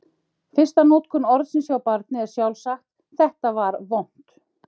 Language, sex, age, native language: Icelandic, female, 50-59, Icelandic